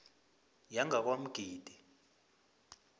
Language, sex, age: South Ndebele, male, 20